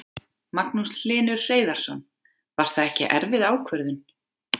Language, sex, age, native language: Icelandic, female, 40-49, Icelandic